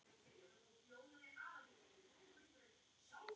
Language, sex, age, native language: Icelandic, female, 10, Icelandic